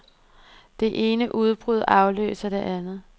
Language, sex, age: Danish, female, 23